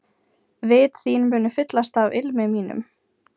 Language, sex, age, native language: Icelandic, female, 20-29, Ukrainian